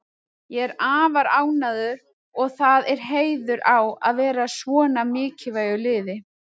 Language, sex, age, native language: Icelandic, female, 30-39, Icelandic